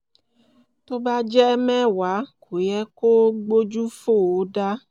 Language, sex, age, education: Yoruba, female, 30-45, tertiary